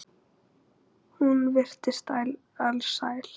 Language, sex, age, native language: Icelandic, female, 9, Icelandic